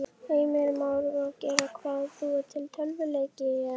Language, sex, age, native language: Icelandic, female, 11, Icelandic